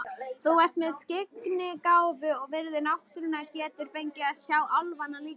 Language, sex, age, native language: Icelandic, female, 18-19, Icelandic